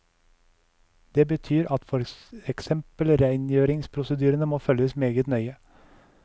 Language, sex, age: Norwegian, male, 37